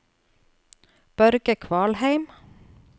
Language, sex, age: Norwegian, female, 29